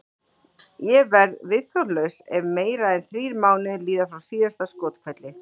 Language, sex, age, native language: Icelandic, female, 40-49, Icelandic